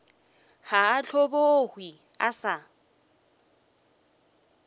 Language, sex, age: Northern Sotho, female, 23